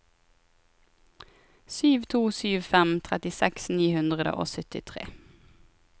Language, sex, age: Norwegian, female, 23